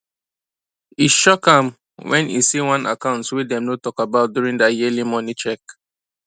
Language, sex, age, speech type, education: Nigerian Pidgin, male, 15-29, spontaneous, tertiary